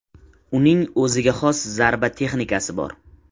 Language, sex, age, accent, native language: Uzbek, male, 18-24, Qashqadaryo, Uzbek